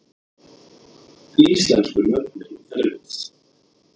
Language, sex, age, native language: Icelandic, male, 30-39, Icelandic